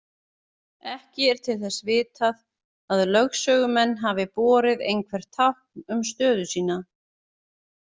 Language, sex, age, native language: Icelandic, female, 40-49, Icelandic